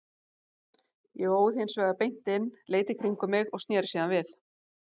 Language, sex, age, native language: Icelandic, female, 40-49, Icelandic